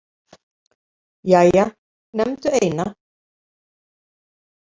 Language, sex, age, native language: Icelandic, female, 50-59, Icelandic